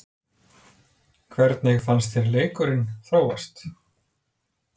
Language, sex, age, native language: Icelandic, male, 40-49, Icelandic